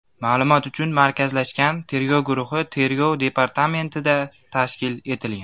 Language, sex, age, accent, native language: Uzbek, male, 19-29, Andijon, Uzbek